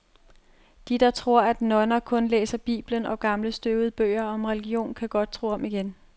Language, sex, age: Danish, female, 30